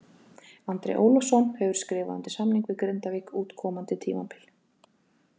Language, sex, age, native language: Icelandic, female, 30-39, Icelandic